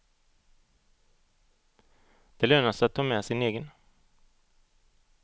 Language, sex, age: Swedish, male, 38